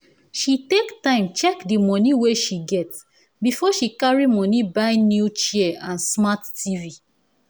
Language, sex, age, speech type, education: Nigerian Pidgin, female, 15-29, spontaneous, tertiary